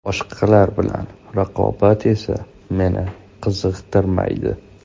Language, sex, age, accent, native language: Uzbek, male, 18-24, Toshkent shahri, Uzbek